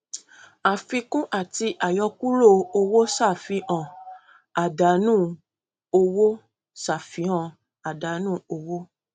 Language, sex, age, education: Yoruba, female, 15-29, tertiary